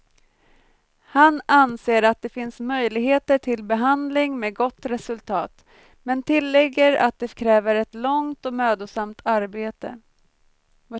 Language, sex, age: Swedish, female, 23